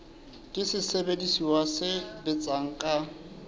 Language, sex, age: Southern Sotho, male, 29